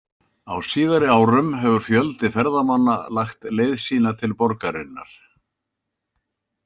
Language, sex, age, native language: Icelandic, male, 70-79, Icelandic